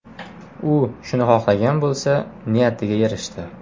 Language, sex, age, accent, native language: Uzbek, male, 18-24, Jizzax, Uzbek